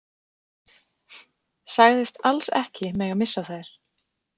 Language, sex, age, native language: Icelandic, female, 20-29, Icelandic